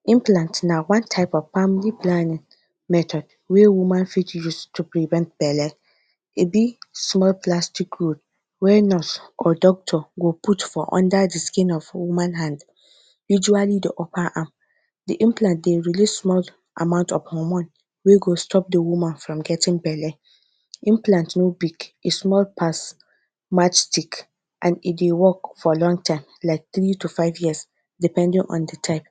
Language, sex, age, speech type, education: Nigerian Pidgin, female, 15-29, spontaneous, tertiary